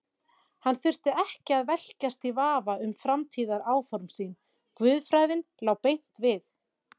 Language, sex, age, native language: Icelandic, female, 40-49, Icelandic